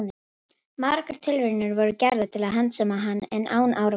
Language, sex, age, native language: Icelandic, female, 18-19, Icelandic